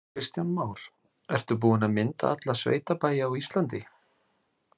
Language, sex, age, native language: Icelandic, male, 40-49, Icelandic